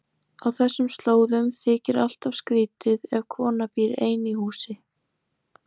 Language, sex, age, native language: Icelandic, female, 20-29, Icelandic